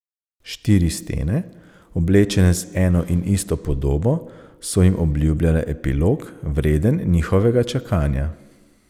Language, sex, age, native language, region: Slovenian, male, 30-49, Slovenian, Savinja region